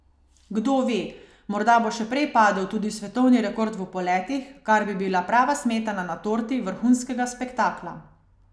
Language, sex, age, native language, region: Slovenian, female, 30-49, Slovenian, Savinja region